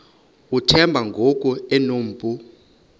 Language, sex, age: Xhosa, male, 31